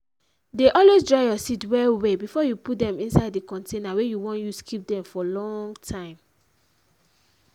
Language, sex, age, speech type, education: Nigerian Pidgin, female, 15-29, spontaneous, tertiary